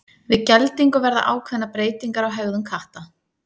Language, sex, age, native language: Icelandic, female, 30-39, Icelandic